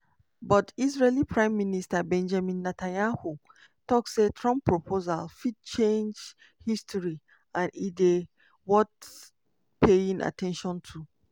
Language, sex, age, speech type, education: Nigerian Pidgin, female, 30-45, spontaneous, tertiary